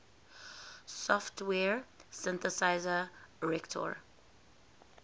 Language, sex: English, female